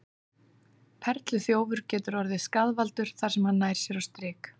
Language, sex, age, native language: Icelandic, female, 30-39, Icelandic